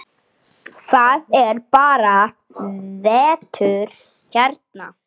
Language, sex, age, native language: Icelandic, male, 8, Icelandic